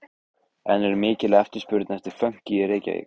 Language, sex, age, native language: Icelandic, male, 15, Icelandic